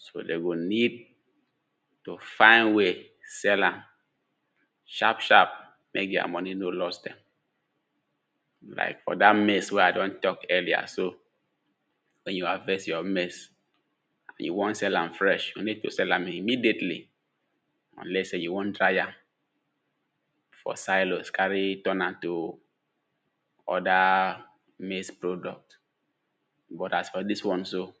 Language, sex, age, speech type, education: Nigerian Pidgin, male, 15-29, spontaneous, tertiary